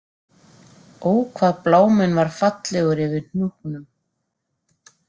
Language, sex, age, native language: Icelandic, female, 40-49, Icelandic